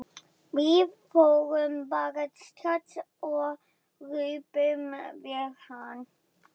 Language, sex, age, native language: Icelandic, female, 11, German